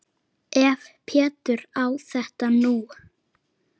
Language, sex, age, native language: Icelandic, female, 9, Icelandic